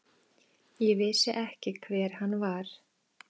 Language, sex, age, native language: Icelandic, female, 14, Icelandic